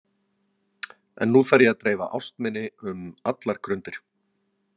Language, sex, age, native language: Icelandic, male, 40-49, Icelandic